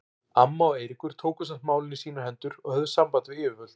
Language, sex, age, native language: Icelandic, male, 40-49, Icelandic